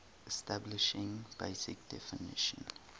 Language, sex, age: English, male, 18